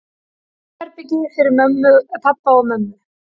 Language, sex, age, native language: Icelandic, female, 50-59, Icelandic